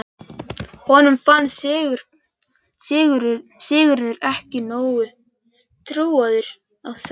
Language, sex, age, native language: Icelandic, male, 11, Icelandic